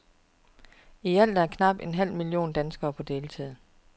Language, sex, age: Danish, female, 41